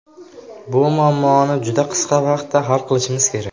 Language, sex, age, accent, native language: Uzbek, male, under 19, Qashqadaryo, Uzbek